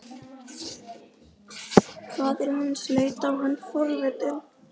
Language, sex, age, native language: Icelandic, male, 11, Icelandic